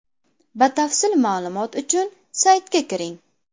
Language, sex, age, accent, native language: Uzbek, female, under 19, Namangan, Uzbek